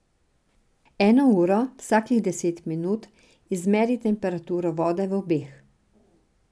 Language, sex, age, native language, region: Slovenian, female, 60+, Serbian, Drava region